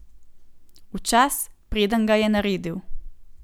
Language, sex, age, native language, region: Slovenian, female, 18-29, Slovenian, Gorenjska region